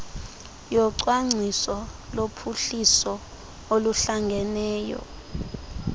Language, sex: Xhosa, female